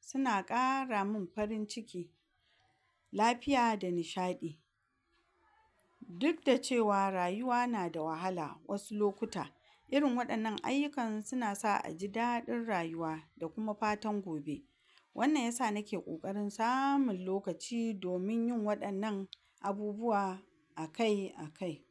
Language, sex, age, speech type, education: Hausa, female, 46-60, spontaneous, tertiary